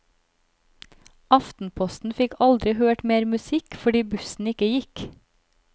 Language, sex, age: Norwegian, female, 36